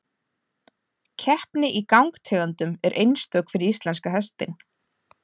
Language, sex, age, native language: Icelandic, female, 30-39, Icelandic